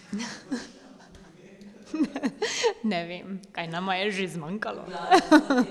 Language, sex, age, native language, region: Slovenian, female, 30-49, Slovenian, Drava region